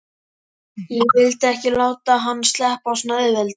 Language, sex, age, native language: Icelandic, male, 12, Icelandic